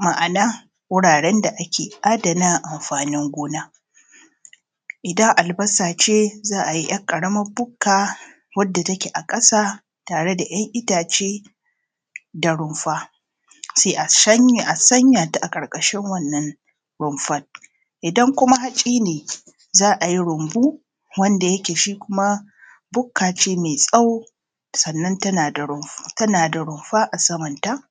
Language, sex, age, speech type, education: Hausa, female, 30-45, spontaneous, tertiary